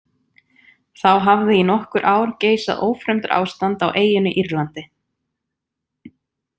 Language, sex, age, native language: Icelandic, female, 20-29, Icelandic